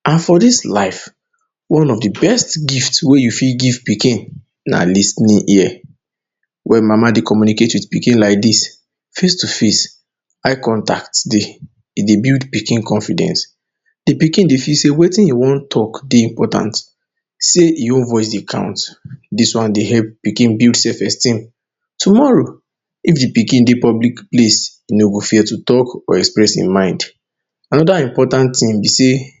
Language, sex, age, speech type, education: Nigerian Pidgin, male, 30-45, spontaneous, tertiary